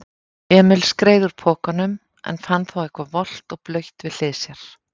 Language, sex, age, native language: Icelandic, female, 50-59, Icelandic